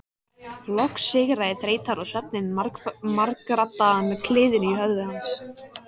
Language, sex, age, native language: Icelandic, female, 14, Icelandic